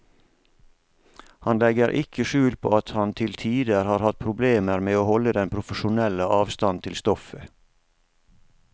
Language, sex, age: Norwegian, male, 47